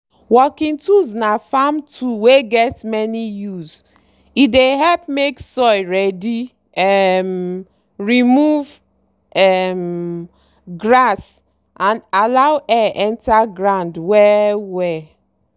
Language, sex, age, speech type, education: Nigerian Pidgin, female, 30-45, spontaneous, tertiary